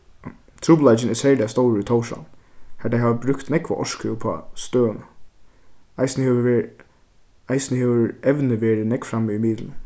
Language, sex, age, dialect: Faroese, male, 15-35, Suðurstreymoy